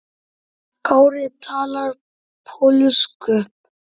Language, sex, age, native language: Icelandic, male, 9, Icelandic